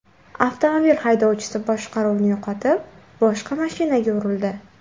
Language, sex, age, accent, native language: Uzbek, female, 18-24, Samarqand, Uzbek